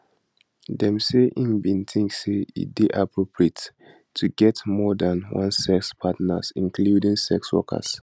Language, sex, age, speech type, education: Nigerian Pidgin, male, 15-29, spontaneous, tertiary